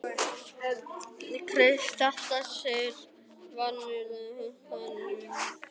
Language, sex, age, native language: Icelandic, male, 12, Icelandic